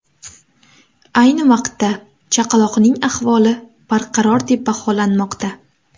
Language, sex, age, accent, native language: Uzbek, female, 18-24, Namangan, Uzbek